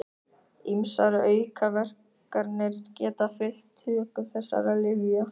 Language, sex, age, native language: Icelandic, male, 18-19, Icelandic